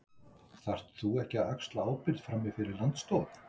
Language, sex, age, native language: Icelandic, male, 60-69, Icelandic